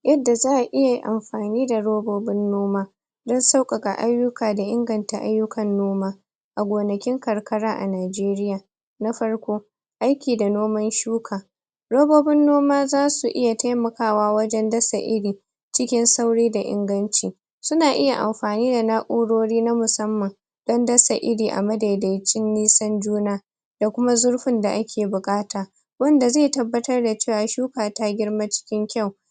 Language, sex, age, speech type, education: Hausa, female, 15-29, spontaneous, tertiary